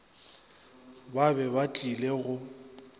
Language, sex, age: Northern Sotho, male, 25